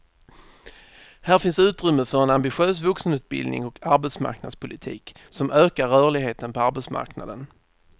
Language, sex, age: Swedish, male, 30